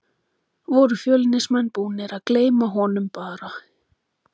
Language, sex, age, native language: Icelandic, female, 20-29, Icelandic